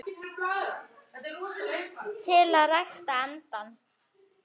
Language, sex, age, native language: Icelandic, female, 9, Icelandic